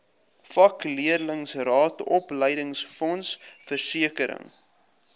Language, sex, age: Afrikaans, male, 22